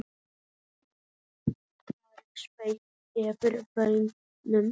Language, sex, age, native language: Icelandic, female, 7, Icelandic